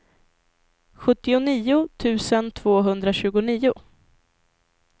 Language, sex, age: Swedish, female, 25